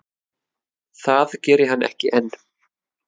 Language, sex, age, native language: Icelandic, male, 30-39, Icelandic